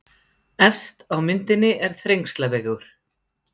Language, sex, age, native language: Icelandic, female, 50-59, Icelandic